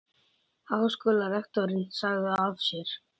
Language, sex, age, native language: Icelandic, male, 18-19, Icelandic